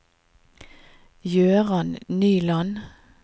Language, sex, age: Norwegian, female, 50